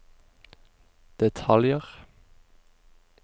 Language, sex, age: Norwegian, male, 24